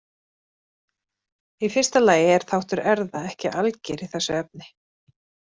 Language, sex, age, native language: Icelandic, female, 30-39, Icelandic